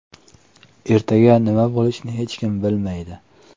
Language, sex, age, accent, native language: Uzbek, male, 25-34, Toshkent viloyati, Uzbek